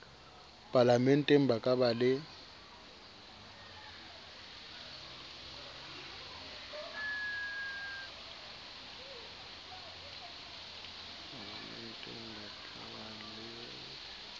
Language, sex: Southern Sotho, male